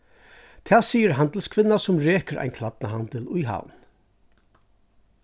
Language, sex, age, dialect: Faroese, male, 36-60, Suðurstreymoy